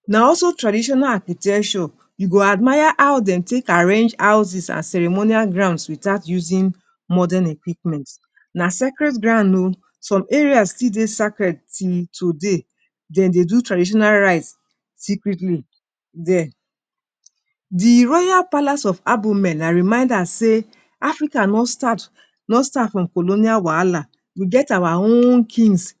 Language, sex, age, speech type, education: Nigerian Pidgin, female, 46-60, spontaneous, tertiary